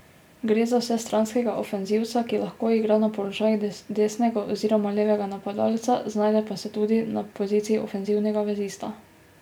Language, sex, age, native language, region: Slovenian, female, 18-29, Slovenian, Drava region